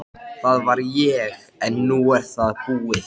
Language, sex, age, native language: Icelandic, male, 13, Icelandic